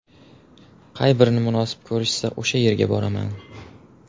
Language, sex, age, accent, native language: Uzbek, male, 18-24, Farg'ona, Uzbek